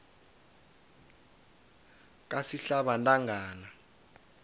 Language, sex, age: South Ndebele, male, 22